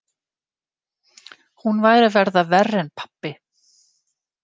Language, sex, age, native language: Icelandic, female, 50-59, Icelandic